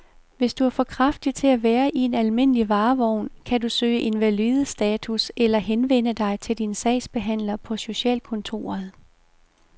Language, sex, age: Danish, female, 51